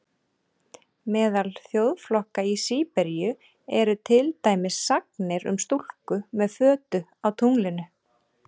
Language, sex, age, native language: Icelandic, female, 30-39, Icelandic